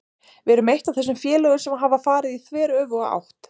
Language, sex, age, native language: Icelandic, female, 30-39, Icelandic